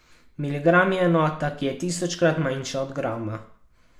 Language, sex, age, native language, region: Slovenian, male, 12-17, Slovenian, Carinthia region